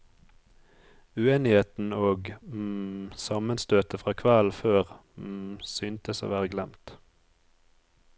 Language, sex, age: Norwegian, male, 34